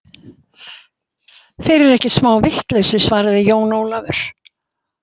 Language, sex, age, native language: Icelandic, female, 80-89, Icelandic